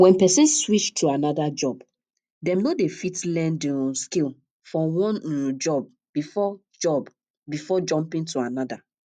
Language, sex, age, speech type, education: Nigerian Pidgin, female, 30-45, spontaneous, tertiary